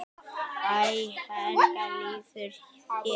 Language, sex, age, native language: Icelandic, male, 10, Icelandic